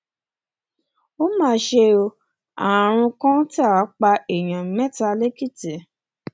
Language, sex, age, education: Yoruba, female, 15-29, tertiary